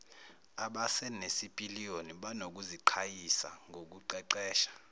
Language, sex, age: Zulu, male, 19